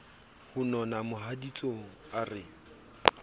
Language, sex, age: Southern Sotho, male, 27